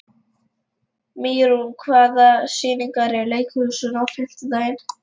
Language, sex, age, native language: Icelandic, female, 11, Lithuanian